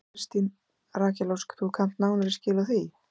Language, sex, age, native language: Icelandic, female, 20-29, Icelandic